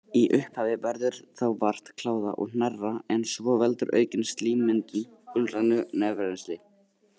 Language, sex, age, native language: Icelandic, male, 80-89, Icelandic